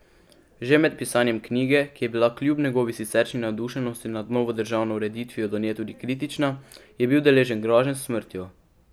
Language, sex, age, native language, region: Slovenian, male, 12-17, Slovenian, Pomurje region